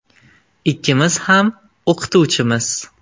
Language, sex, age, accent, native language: Uzbek, male, 19-29, Andijon, Uzbek